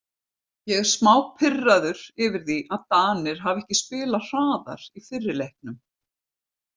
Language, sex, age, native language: Icelandic, female, 50-59, Icelandic